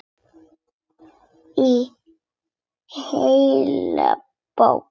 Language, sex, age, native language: Icelandic, female, 8, Icelandic